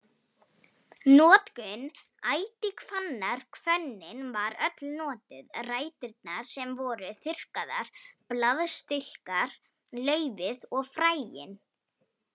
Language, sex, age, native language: Icelandic, female, 18-19, Polish